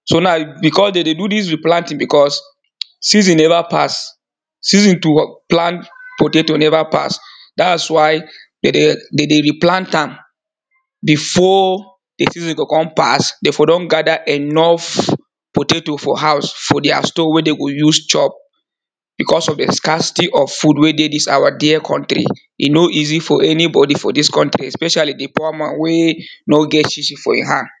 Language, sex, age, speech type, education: Nigerian Pidgin, male, 30-45, spontaneous, tertiary